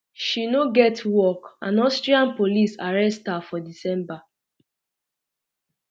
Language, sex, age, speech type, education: Nigerian Pidgin, female, 15-29, spontaneous, secondary